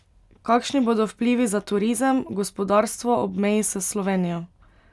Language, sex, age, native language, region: Slovenian, female, 18-29, Slovenian, Pomurje region